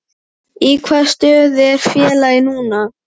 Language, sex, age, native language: Icelandic, female, 12, Icelandic